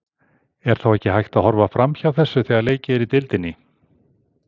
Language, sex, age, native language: Icelandic, male, 60-69, Icelandic